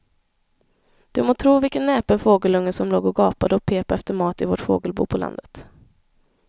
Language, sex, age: Swedish, female, 21